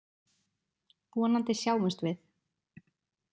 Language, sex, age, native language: Icelandic, female, 20-29, Icelandic